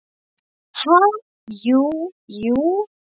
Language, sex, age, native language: Icelandic, male, 9, Icelandic